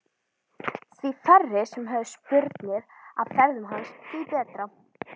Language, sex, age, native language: Icelandic, female, 12, Icelandic